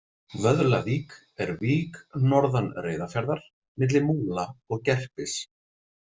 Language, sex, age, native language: Icelandic, male, 40-49, Icelandic